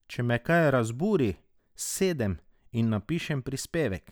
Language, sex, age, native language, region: Slovenian, male, 30-49, Slovenian, Drava region